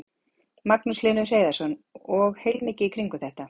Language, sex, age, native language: Icelandic, female, 40-49, Icelandic